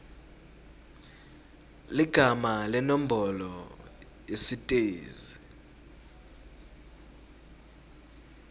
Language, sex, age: Swati, male, 20